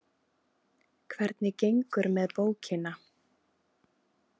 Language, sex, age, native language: Icelandic, female, 20-29, Icelandic